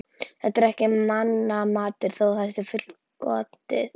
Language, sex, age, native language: Icelandic, female, 11, Icelandic